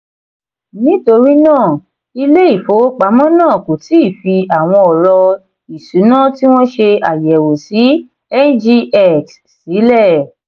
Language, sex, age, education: Yoruba, female, 15-29, tertiary